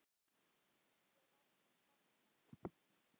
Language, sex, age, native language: Icelandic, male, 10, Icelandic